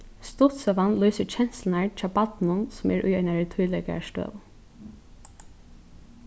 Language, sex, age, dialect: Faroese, female, 15-35, Norðurstreymoy/Eysturoy